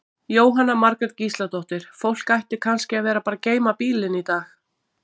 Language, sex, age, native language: Icelandic, female, 40-49, Icelandic